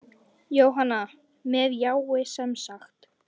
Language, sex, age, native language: Icelandic, female, 10, Icelandic